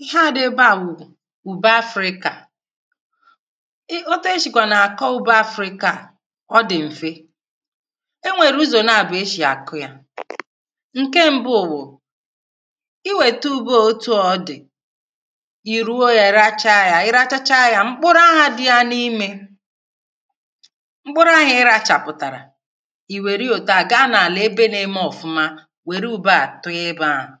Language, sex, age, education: Igbo, female, 30-45, tertiary